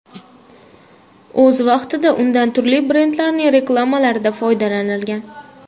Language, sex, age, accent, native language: Uzbek, female, 19-29, Toshkent shahri, Uzbek